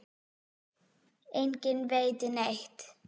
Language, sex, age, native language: Icelandic, female, 6, Icelandic